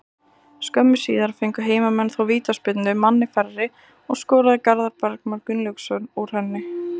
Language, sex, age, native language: Icelandic, female, 20-29, Icelandic